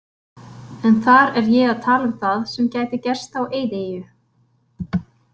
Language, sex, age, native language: Icelandic, female, 30-39, Icelandic